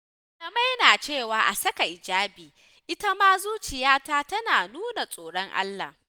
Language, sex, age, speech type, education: Hausa, female, 15-29, spontaneous, tertiary